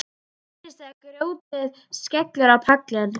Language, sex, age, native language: Icelandic, female, 12, Icelandic